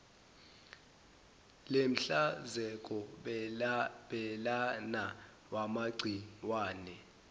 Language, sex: Zulu, male